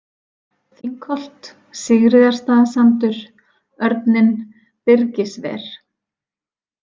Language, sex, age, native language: Icelandic, female, 40-49, Icelandic